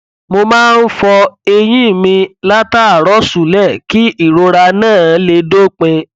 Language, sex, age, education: Yoruba, male, 15-29, tertiary